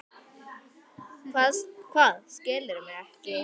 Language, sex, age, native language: Icelandic, male, 10, Icelandic